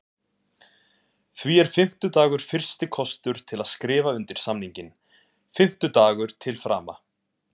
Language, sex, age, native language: Icelandic, male, 20-29, Icelandic